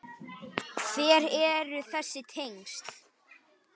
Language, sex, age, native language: Icelandic, male, 9, Icelandic